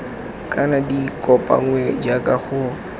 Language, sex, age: Tswana, male, 18